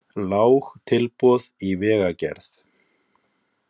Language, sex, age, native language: Icelandic, male, 30-39, Icelandic